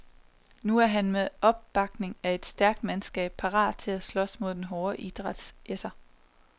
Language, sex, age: Danish, female, 27